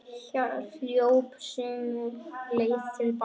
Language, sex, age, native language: Icelandic, male, 10, Icelandic